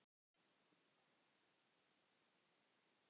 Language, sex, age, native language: Icelandic, male, 10, Icelandic